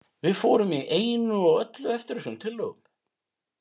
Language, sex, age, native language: Icelandic, male, 50-59, Icelandic